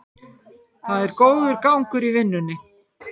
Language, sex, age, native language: Icelandic, female, 50-59, Icelandic